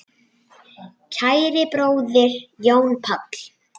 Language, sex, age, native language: Icelandic, male, 9, Icelandic